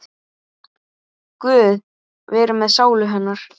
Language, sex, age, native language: Icelandic, male, 8, Icelandic